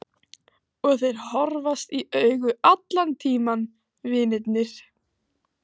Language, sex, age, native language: Icelandic, female, 15, Icelandic